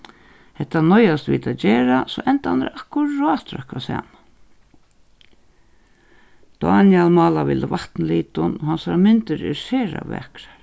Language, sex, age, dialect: Faroese, female, 61+, Suðurstreymoy